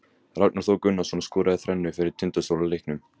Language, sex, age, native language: Icelandic, male, 18-19, Icelandic